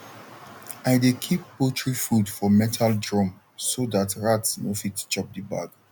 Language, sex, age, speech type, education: Nigerian Pidgin, male, 30-45, spontaneous, tertiary